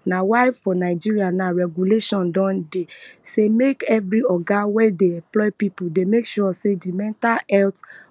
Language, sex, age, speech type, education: Nigerian Pidgin, female, 30-45, spontaneous, tertiary